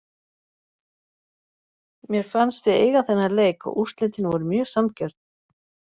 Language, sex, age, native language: Icelandic, other, 40-49, Icelandic